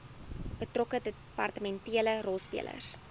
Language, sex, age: Afrikaans, female, 19